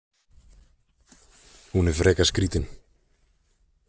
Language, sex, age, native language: Icelandic, male, 20-29, Icelandic